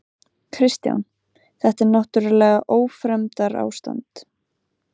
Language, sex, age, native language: Icelandic, female, 20-29, Icelandic